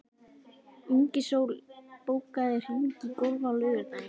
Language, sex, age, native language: Icelandic, female, 11, Icelandic